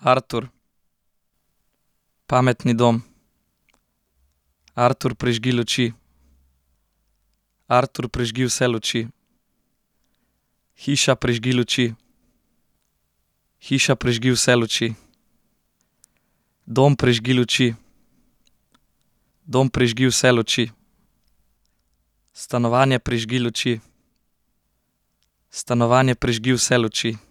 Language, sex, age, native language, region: Slovenian, male, 18-29, Slovenian, Central Slovenia